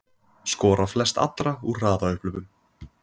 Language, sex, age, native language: Icelandic, male, 20-29, Icelandic